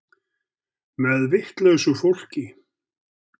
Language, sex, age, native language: Icelandic, male, 70-79, Icelandic